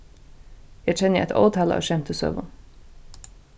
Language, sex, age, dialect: Faroese, female, 15-35, Suðurstreymoy